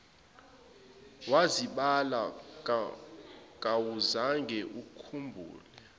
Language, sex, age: Zulu, male, 25